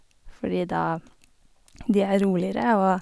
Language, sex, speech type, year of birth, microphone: Norwegian, female, spontaneous, 1988, Sennheiser